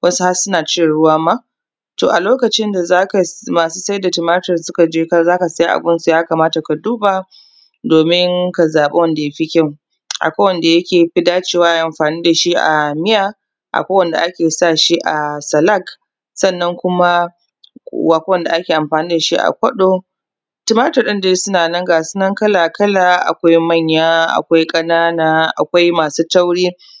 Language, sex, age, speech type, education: Hausa, female, 30-45, spontaneous, tertiary